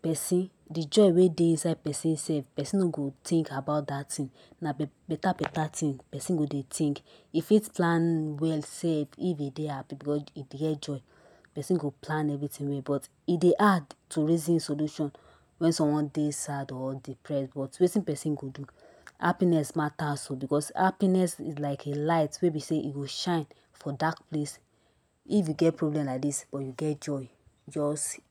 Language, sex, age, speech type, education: Nigerian Pidgin, female, 60+, spontaneous, tertiary